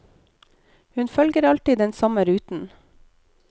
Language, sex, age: Norwegian, female, 29